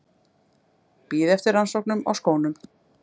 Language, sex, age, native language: Icelandic, female, 50-59, Icelandic